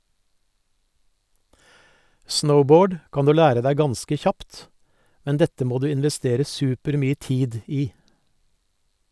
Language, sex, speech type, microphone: Norwegian, male, read, Sennheiser